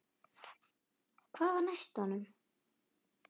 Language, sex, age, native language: Icelandic, female, 9, Icelandic